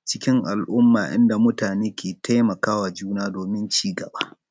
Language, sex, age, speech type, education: Hausa, male, 30-45, spontaneous, tertiary